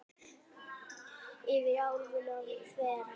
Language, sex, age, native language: Icelandic, male, 10, Icelandic